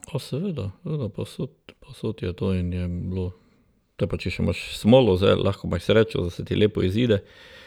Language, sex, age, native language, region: Slovenian, male, 60+, Slovenian, Drava region